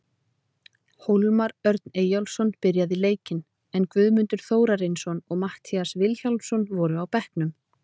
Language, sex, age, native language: Icelandic, female, 30-39, Icelandic